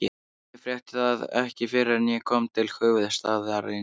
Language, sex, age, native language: Icelandic, male, 13, Icelandic